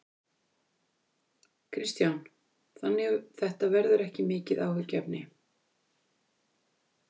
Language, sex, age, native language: Icelandic, female, 50-59, Icelandic